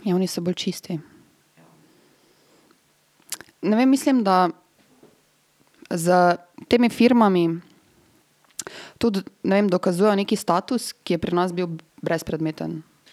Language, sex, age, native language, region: Slovenian, female, 18-29, Serbian, Drava region